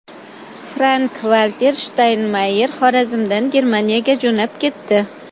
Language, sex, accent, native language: Uzbek, female, Toshkent shahri, Uzbek